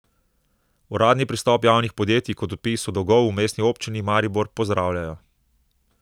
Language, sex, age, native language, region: Slovenian, male, 30-49, Slovenian, Southeast Slovenia